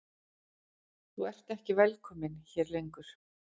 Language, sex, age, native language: Icelandic, female, 40-49, Icelandic